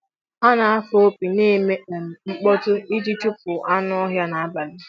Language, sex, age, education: Igbo, female, 15-29, tertiary